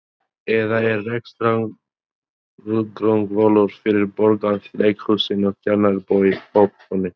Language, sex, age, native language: Icelandic, male, 20-29, Albanian